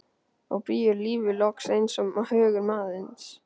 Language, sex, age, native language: Icelandic, male, 12, Icelandic